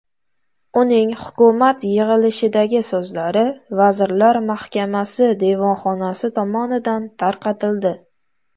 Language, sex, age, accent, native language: Uzbek, female, 18-24, Toshkent viloyati, Uzbek